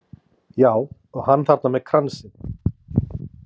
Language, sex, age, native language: Icelandic, male, 30-39, Icelandic